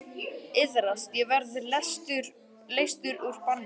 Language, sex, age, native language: Icelandic, male, 11, Icelandic